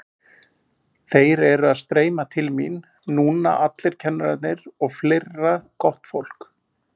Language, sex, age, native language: Icelandic, male, 40-49, Icelandic